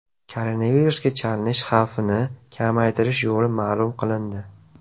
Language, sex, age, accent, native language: Uzbek, male, 18-24, Namangan, Uzbek